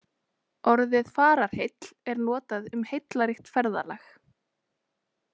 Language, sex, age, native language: Icelandic, female, 20-29, Icelandic